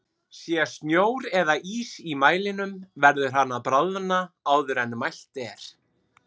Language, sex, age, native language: Icelandic, female, 30-39, Icelandic